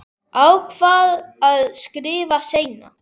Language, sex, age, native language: Icelandic, male, 10, Icelandic